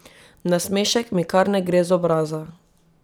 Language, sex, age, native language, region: Slovenian, female, 18-29, Slovenian, Drava region